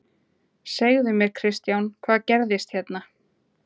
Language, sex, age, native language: Icelandic, female, 20-29, Icelandic